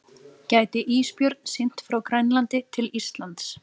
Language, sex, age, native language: Icelandic, female, 30-39, Icelandic